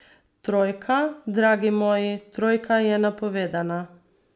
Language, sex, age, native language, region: Slovenian, female, 30-49, Slovenian, Savinja region